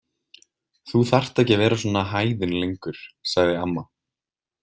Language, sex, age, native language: Icelandic, male, 20-29, Icelandic